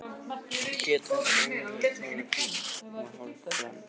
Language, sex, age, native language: Icelandic, male, 18-19, Icelandic